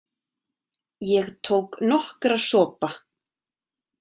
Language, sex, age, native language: Icelandic, female, 30-39, Icelandic